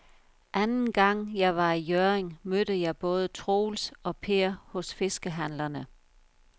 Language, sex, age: Danish, female, 51